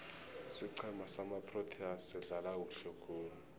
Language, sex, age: South Ndebele, male, 20